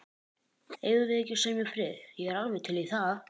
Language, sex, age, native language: Icelandic, female, 18-19, Icelandic